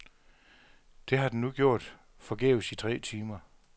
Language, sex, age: Danish, male, 42